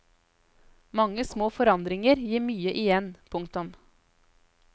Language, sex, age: Norwegian, female, 33